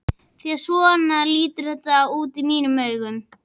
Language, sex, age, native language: Icelandic, female, 11, Icelandic